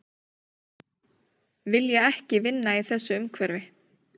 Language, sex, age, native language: Icelandic, female, 30-39, Icelandic